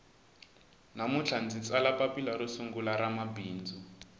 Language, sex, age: Tsonga, male, 20